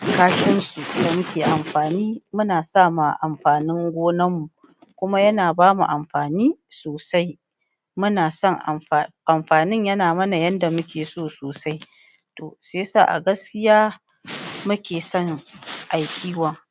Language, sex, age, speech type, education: Hausa, female, 46-60, spontaneous, tertiary